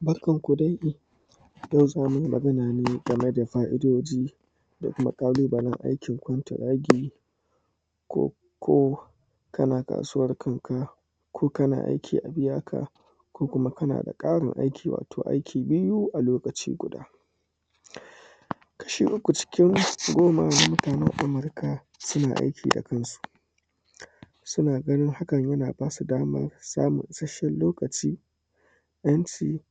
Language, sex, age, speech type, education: Hausa, male, 15-29, spontaneous, tertiary